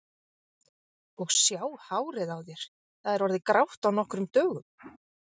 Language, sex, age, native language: Icelandic, female, 40-49, Icelandic